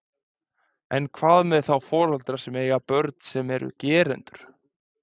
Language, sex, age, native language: Icelandic, male, 20-29, Icelandic